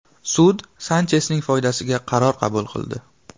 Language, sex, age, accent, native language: Uzbek, male, 18-24, Farg'ona, Uzbek